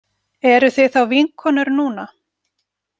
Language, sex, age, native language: Icelandic, female, 40-49, Icelandic